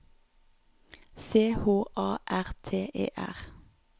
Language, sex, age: Norwegian, female, 29